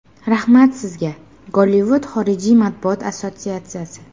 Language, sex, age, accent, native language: Uzbek, female, 18-24, Sirdaryo, Uzbek